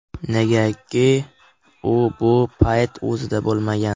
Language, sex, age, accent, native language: Uzbek, male, 12-17, Farg'ona, Uzbek